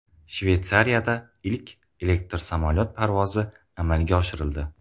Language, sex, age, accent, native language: Uzbek, male, 18-24, Qoraqalpog'iston, Uzbek